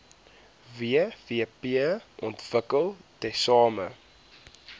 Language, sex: Afrikaans, male